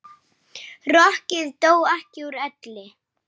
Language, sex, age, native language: Icelandic, male, 8, Icelandic